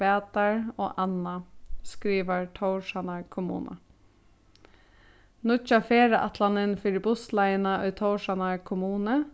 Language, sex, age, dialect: Faroese, female, 15-35, Suðurstreymoy